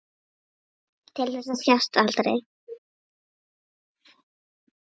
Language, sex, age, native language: Icelandic, female, 8, Icelandic